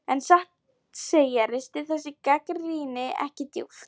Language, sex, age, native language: Icelandic, female, 11, Polish